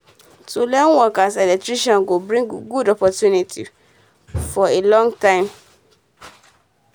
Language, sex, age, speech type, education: Nigerian Pidgin, female, 15-29, spontaneous, secondary